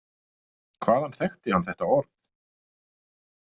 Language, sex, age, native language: Icelandic, male, 50-59, Icelandic